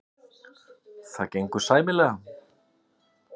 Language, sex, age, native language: Icelandic, male, 50-59, Icelandic